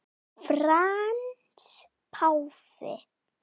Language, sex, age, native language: Icelandic, female, 8, Icelandic